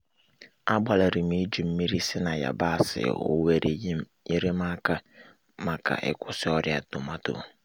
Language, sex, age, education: Igbo, male, 15-29, secondary